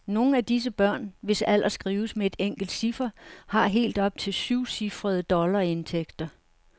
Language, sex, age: Danish, female, 69